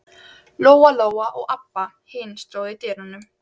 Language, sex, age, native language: Icelandic, female, 12, Icelandic